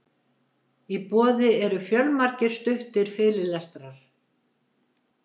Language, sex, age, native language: Icelandic, female, 70-79, Icelandic